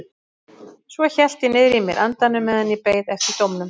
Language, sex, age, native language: Icelandic, female, 50-59, Icelandic